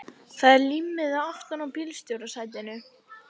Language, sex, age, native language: Icelandic, female, 11, Icelandic